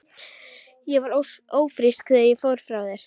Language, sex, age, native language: Icelandic, female, 12, Icelandic